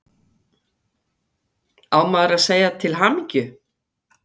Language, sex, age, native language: Icelandic, female, 50-59, Icelandic